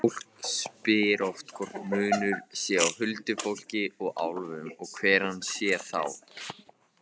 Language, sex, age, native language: Icelandic, male, 18-19, Icelandic